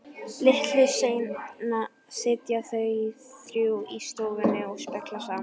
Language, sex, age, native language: Icelandic, female, 11, Icelandic